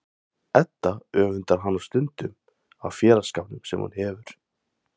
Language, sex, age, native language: Icelandic, male, 20-29, Thai